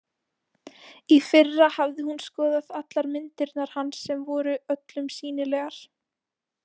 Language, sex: Icelandic, female